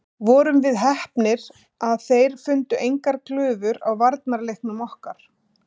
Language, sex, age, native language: Icelandic, female, 50-59, Icelandic